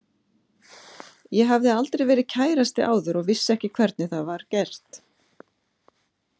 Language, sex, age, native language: Icelandic, female, 50-59, Icelandic